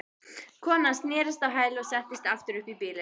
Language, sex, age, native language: Icelandic, female, 12, Icelandic